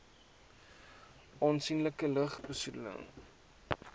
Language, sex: Afrikaans, male